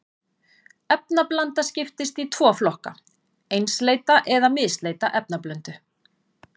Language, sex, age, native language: Icelandic, female, 40-49, Icelandic